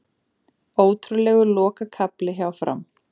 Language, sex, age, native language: Icelandic, female, 20-29, Icelandic